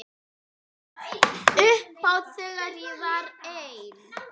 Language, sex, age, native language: Icelandic, female, 8, Icelandic